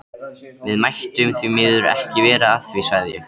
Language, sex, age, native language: Icelandic, male, 13, Icelandic